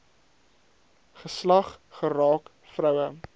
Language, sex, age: Afrikaans, male, 22